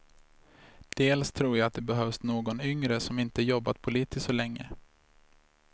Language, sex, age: Swedish, male, 26